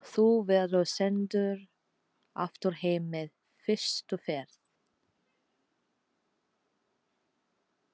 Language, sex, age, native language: Icelandic, female, 40-49, Filipino